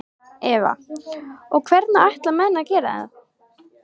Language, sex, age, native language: Icelandic, female, 13, Icelandic